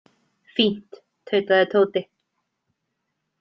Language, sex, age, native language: Icelandic, female, 20-29, Icelandic